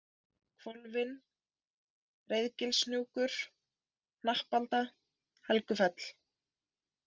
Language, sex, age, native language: Icelandic, female, 20-29, Icelandic